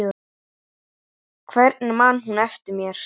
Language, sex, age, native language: Icelandic, male, 8, Icelandic